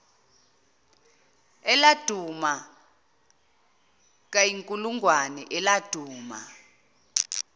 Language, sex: Zulu, female